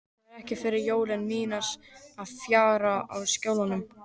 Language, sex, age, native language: Icelandic, male, 13, Icelandic